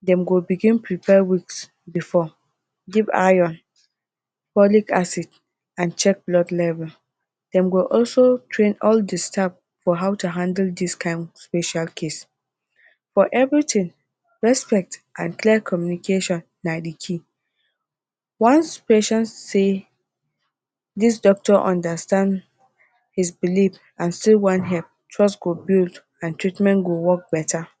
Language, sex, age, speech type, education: Nigerian Pidgin, female, 30-45, spontaneous, tertiary